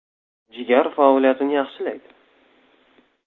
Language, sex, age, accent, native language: Uzbek, male, under 19, Navoiy, Uzbek